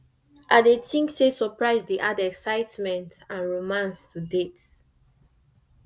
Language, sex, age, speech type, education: Nigerian Pidgin, female, 15-29, spontaneous, tertiary